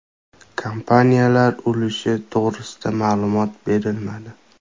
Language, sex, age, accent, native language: Uzbek, male, 18-24, Andijon, Uzbek